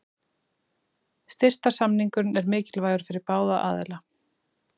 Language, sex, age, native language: Icelandic, female, 30-39, Icelandic